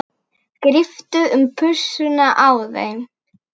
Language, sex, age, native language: Icelandic, female, 9, Icelandic